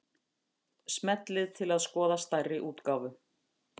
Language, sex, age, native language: Icelandic, female, 50-59, Icelandic